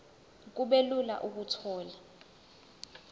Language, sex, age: Zulu, female, 20